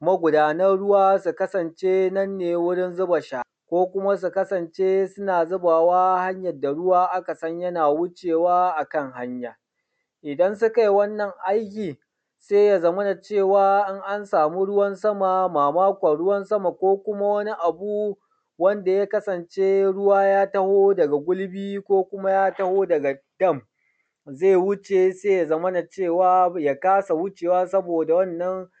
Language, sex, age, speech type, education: Hausa, male, 30-45, spontaneous, tertiary